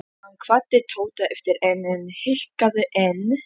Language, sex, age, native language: Icelandic, female, 11, Icelandic